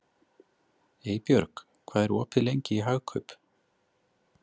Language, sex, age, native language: Icelandic, male, 30-39, Icelandic